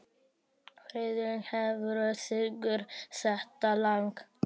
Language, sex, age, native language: Icelandic, male, 12, Icelandic